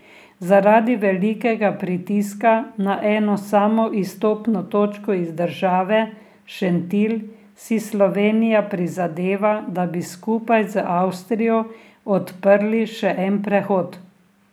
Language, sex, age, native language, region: Slovenian, female, 60+, Slovenian, Drava region